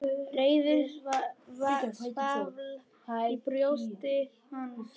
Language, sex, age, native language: Icelandic, female, 10, Polish